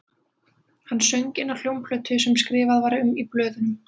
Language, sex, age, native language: Icelandic, female, 20-29, Icelandic